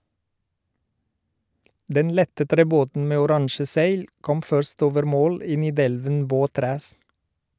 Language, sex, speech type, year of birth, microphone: Norwegian, male, read, 1972, Shure